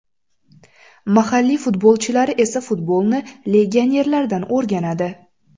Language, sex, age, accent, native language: Uzbek, female, 18-24, Samarqand, Uzbek